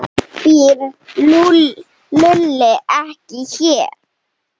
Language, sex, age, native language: Icelandic, female, 7, Icelandic